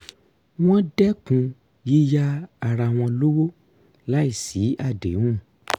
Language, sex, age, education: Yoruba, male, 30-45, tertiary